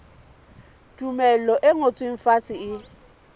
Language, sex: Southern Sotho, female